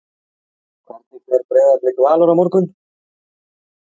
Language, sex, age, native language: Icelandic, male, 30-39, Icelandic